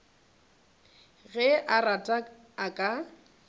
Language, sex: Northern Sotho, female